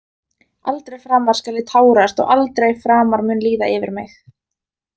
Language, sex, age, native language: Icelandic, female, 20-29, Icelandic